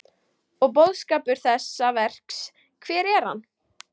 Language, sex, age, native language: Icelandic, female, 18-19, Icelandic